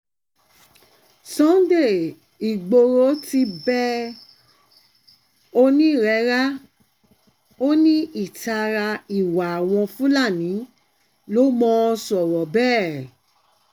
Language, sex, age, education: Yoruba, female, 30-45, tertiary